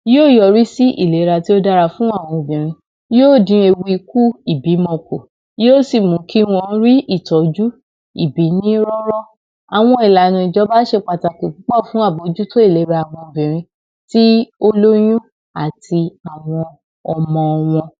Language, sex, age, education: Yoruba, female, 30-45, tertiary